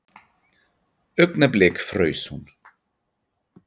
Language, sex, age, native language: Icelandic, male, 40-49, Icelandic